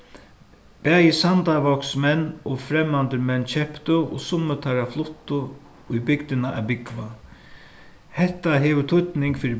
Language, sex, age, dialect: Faroese, male, 61+, Suðuroy